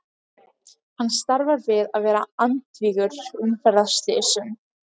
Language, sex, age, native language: Icelandic, other, 13, Icelandic